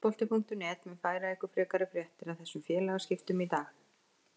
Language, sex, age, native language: Icelandic, female, 50-59, Icelandic